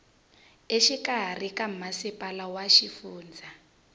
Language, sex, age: Tsonga, female, 20